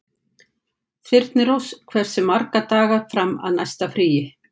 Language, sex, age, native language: Icelandic, female, 50-59, Icelandic